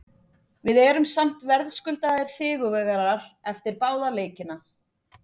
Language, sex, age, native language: Icelandic, female, 40-49, Icelandic